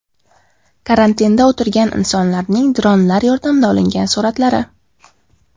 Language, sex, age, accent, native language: Uzbek, female, 18-24, Qashqadaryo, Uzbek